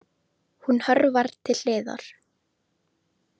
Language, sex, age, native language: Icelandic, female, 18-19, Icelandic